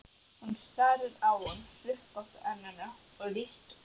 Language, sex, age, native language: Icelandic, female, 11, Icelandic